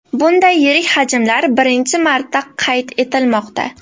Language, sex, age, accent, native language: Uzbek, female, 18-24, Namangan, Uzbek